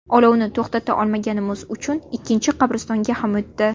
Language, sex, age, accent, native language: Uzbek, female, 18-24, Buxoro, Uzbek